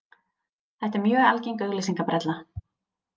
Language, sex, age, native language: Icelandic, female, 30-39, Icelandic